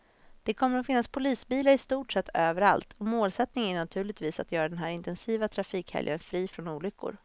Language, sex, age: Swedish, female, 26